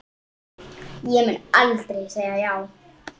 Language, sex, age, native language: Icelandic, female, 7, Icelandic